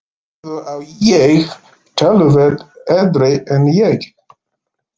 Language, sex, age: Icelandic, male, 50-59